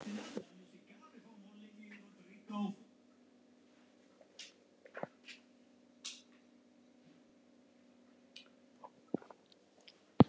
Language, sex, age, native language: Icelandic, female, 9, Icelandic